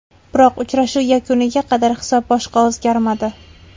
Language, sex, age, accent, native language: Uzbek, female, 18-24, Toshkent viloyati, Uzbek